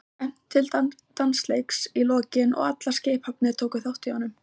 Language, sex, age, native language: Icelandic, female, 20-29, Icelandic